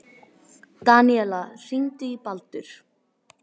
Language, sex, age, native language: Icelandic, female, 18-19, Icelandic